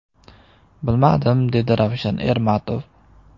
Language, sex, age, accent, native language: Uzbek, male, 18-24, Samarqand, Uzbek